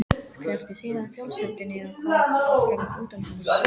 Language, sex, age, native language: Icelandic, female, 13, English